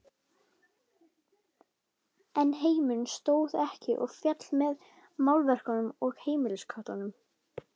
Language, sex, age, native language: Icelandic, female, 12, Icelandic